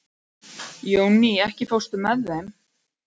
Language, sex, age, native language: Icelandic, female, 40-49, Icelandic